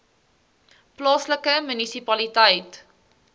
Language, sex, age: Afrikaans, female, 19